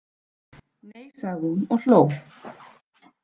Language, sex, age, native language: Icelandic, female, 40-49, Icelandic